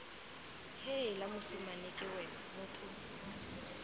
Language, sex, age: Tswana, female, 19